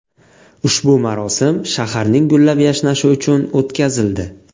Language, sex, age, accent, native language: Uzbek, male, 18-24, Navoiy, Uzbek